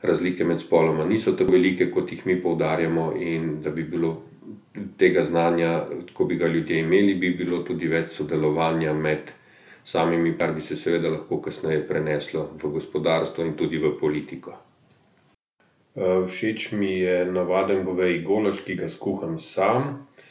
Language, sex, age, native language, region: Slovenian, male, 50-59, Slovenian, Central Slovenia